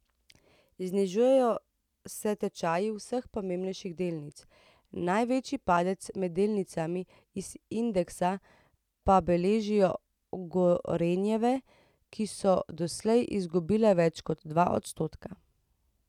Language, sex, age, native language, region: Slovenian, female, 30-49, Slovenian, Central Slovenia